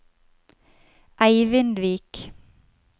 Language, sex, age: Norwegian, female, 29